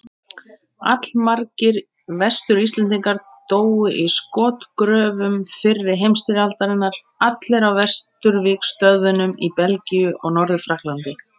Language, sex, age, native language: Icelandic, female, 30-39, Icelandic